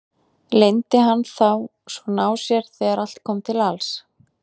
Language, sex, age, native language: Icelandic, female, 30-39, Icelandic